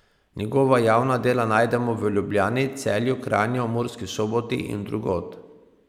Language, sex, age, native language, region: Slovenian, male, 30-49, Slovenian, Pomurje region